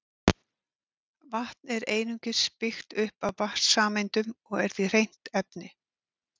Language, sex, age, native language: Icelandic, female, 50-59, Icelandic